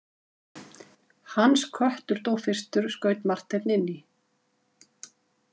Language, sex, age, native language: Icelandic, female, 50-59, Icelandic